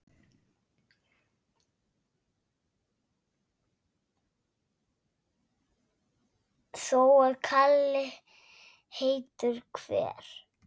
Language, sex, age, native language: Icelandic, female, 7, Icelandic